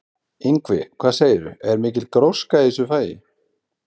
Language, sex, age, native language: Icelandic, male, 30-39, Icelandic